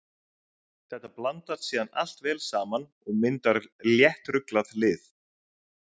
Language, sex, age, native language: Icelandic, male, 30-39, Icelandic